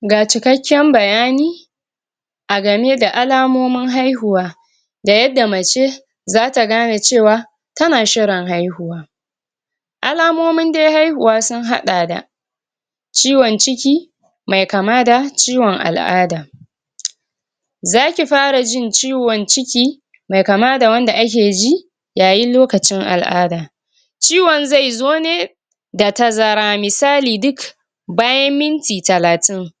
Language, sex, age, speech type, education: Hausa, female, 46-60, spontaneous, tertiary